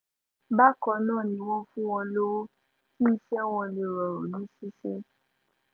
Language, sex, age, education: Yoruba, female, 15-29, tertiary